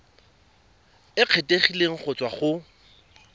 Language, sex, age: Tswana, male, 22